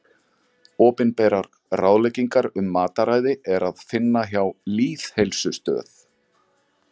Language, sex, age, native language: Icelandic, male, 40-49, Icelandic